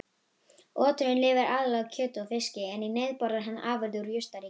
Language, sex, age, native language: Icelandic, female, 18-19, Icelandic